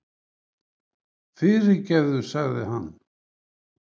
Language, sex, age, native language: Icelandic, male, 70-79, Icelandic